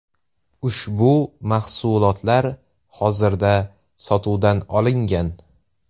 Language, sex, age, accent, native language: Uzbek, male, 18-24, Toshkent viloyati, Uzbek